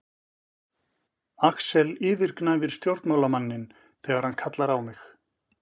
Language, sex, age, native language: Icelandic, male, 50-59, Icelandic